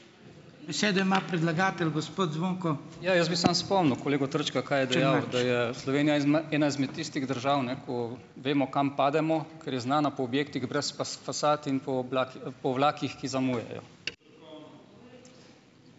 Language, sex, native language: Slovenian, male, Slovenian